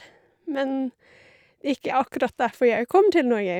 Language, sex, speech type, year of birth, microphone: Norwegian, female, spontaneous, 1985, Shure